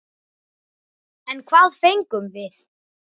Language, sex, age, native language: Icelandic, male, 10, Icelandic